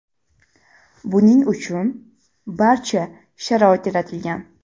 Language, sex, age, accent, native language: Uzbek, female, 12-17, Jizzax, Uzbek